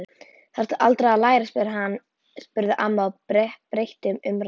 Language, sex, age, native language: Icelandic, female, 11, Icelandic